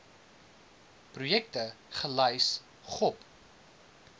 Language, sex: Afrikaans, male